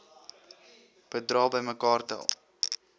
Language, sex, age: Afrikaans, male, 21